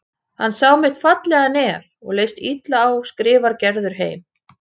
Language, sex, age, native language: Icelandic, female, 30-39, Icelandic